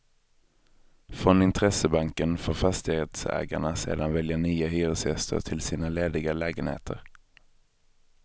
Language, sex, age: Swedish, male, 23